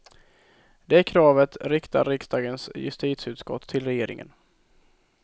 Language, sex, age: Swedish, male, 22